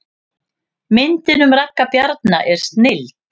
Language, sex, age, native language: Icelandic, female, 50-59, Icelandic